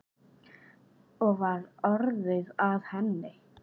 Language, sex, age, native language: Icelandic, male, 8, Icelandic